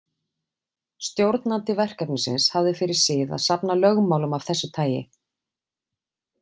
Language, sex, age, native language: Icelandic, female, 40-49, Icelandic